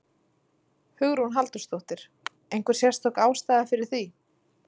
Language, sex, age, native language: Icelandic, female, 30-39, Icelandic